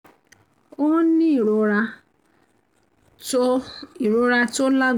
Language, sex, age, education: Yoruba, female, 30-45, tertiary